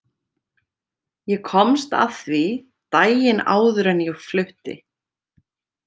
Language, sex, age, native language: Icelandic, female, 30-39, Icelandic